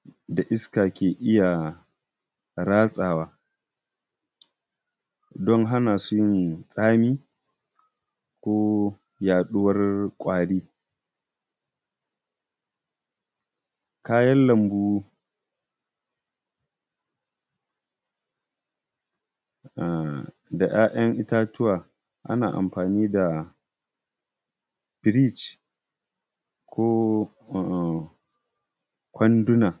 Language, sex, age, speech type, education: Hausa, male, 15-29, spontaneous, primary